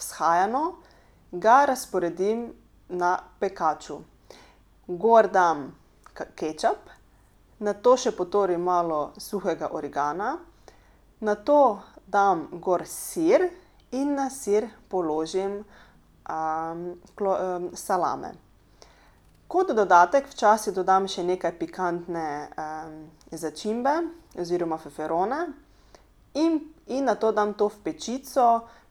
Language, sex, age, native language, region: Slovenian, female, 30-49, Slovenian, Pomurje region